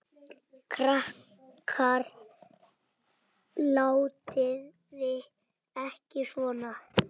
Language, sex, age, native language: Icelandic, male, 7, Icelandic